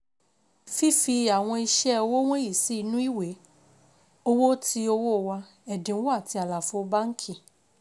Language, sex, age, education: Yoruba, female, 15-29, secondary